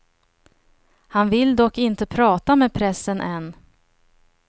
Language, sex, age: Swedish, female, 30